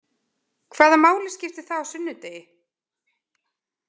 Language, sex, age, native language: Icelandic, female, 20-29, Icelandic